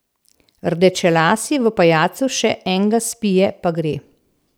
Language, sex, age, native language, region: Slovenian, female, 60+, Slovenian, Central Slovenia